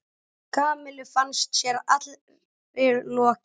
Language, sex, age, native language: Icelandic, male, 10, Icelandic